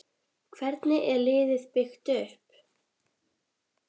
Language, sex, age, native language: Icelandic, female, 10, Icelandic